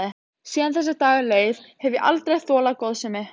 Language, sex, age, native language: Icelandic, female, 15, Icelandic